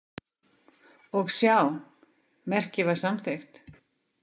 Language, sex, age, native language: Icelandic, female, 50-59, Icelandic